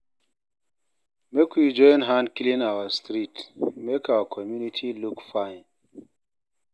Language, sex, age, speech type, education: Nigerian Pidgin, male, 30-45, read, tertiary